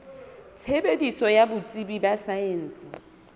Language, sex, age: Southern Sotho, female, 27